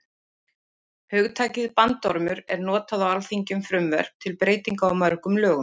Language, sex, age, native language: Icelandic, female, 40-49, Icelandic